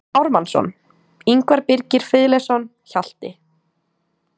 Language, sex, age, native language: Icelandic, female, 18-19, Icelandic